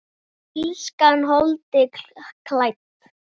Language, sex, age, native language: Icelandic, male, 6, Icelandic